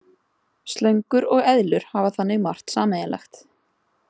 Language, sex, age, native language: Icelandic, female, 30-39, Icelandic